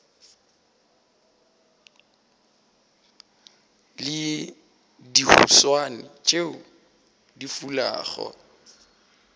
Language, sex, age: Northern Sotho, male, 18